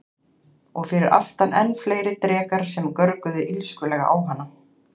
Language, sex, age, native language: Icelandic, female, 40-49, Icelandic